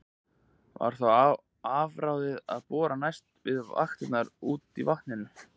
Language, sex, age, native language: Icelandic, male, 20-29, Icelandic